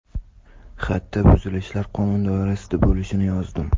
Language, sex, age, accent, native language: Uzbek, male, 18-24, Toshkent viloyati, Uzbek